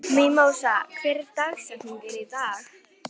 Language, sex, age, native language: Icelandic, female, 18-19, Icelandic